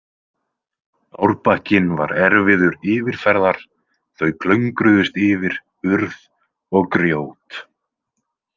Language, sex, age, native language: Icelandic, male, 20-29, Icelandic